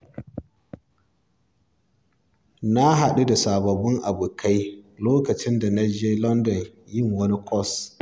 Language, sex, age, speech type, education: Hausa, male, 46-60, read, primary